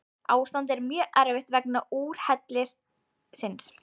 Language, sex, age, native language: Icelandic, female, 20-29, Icelandic